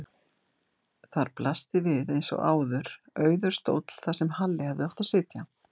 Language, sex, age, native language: Icelandic, female, 60-69, Icelandic